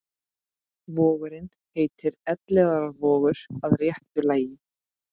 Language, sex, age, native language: Icelandic, female, 30-39, Icelandic